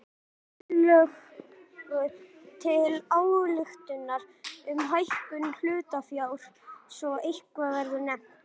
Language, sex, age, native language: Icelandic, male, 11, Icelandic